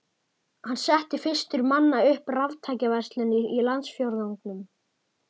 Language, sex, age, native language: Icelandic, male, 11, Icelandic